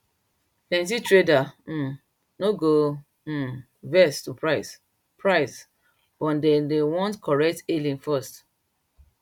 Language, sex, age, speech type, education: Nigerian Pidgin, female, 30-45, spontaneous, tertiary